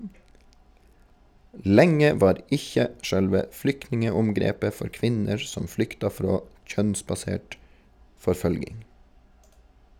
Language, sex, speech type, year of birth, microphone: Norwegian, male, read, 1983, Shure